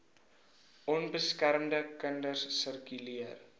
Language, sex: Afrikaans, male